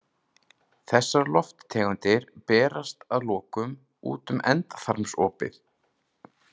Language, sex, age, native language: Icelandic, male, 30-39, Icelandic